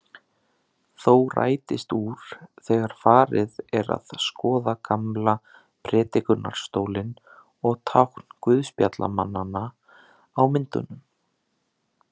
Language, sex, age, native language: Icelandic, male, 30-39, Icelandic